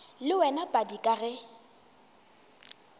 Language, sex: Northern Sotho, female